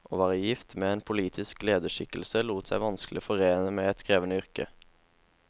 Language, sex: Norwegian, male